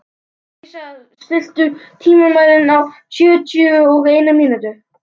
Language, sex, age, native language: Icelandic, male, 11, Icelandic